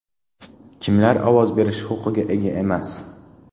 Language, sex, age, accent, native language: Uzbek, male, 12-17, Namangan, Uzbek